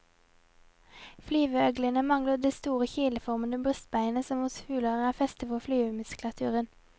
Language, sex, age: Norwegian, female, 22